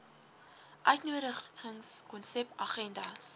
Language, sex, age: Afrikaans, female, 19